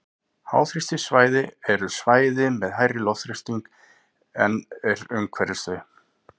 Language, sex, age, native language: Icelandic, male, 40-49, Icelandic